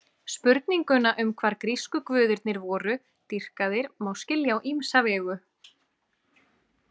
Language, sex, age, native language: Icelandic, female, 30-39, Icelandic